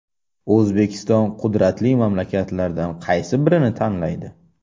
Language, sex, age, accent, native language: Uzbek, male, 18-24, Samarqand, Uzbek